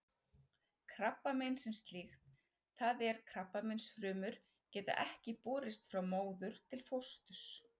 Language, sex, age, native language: Icelandic, female, 40-49, Icelandic